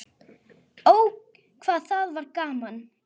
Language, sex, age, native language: Icelandic, female, 9, Icelandic